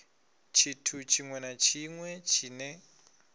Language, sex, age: Venda, male, 22